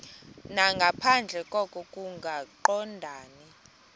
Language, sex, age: Xhosa, female, 20